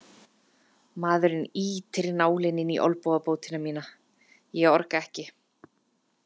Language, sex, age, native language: Icelandic, female, 30-39, Icelandic